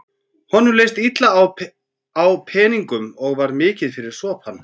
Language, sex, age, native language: Icelandic, female, 14, Icelandic